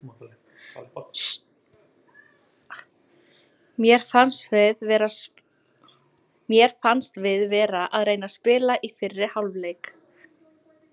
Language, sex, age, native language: Icelandic, female, 20-29, Icelandic